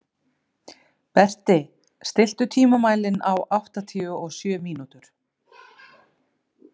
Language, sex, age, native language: Icelandic, female, 30-39, Icelandic